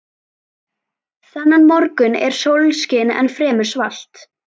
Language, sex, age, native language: Icelandic, female, 11, Icelandic